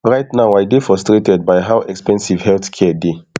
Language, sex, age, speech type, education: Nigerian Pidgin, male, 30-45, spontaneous, tertiary